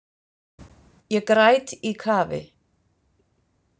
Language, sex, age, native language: Icelandic, female, 50-59, Icelandic